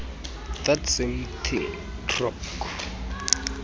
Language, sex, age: Xhosa, male, 32